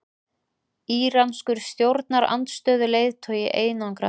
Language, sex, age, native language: Icelandic, female, 30-39, Icelandic